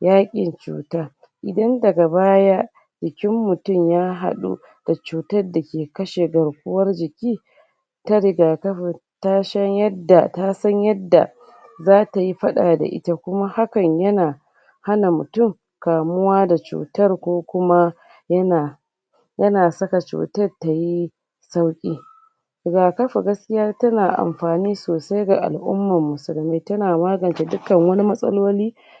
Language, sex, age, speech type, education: Hausa, female, 30-45, spontaneous, tertiary